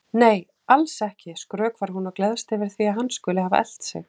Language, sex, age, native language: Icelandic, female, 40-49, Icelandic